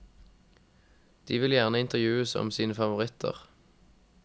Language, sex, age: Norwegian, male, 21